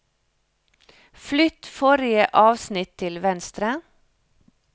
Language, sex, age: Norwegian, female, 56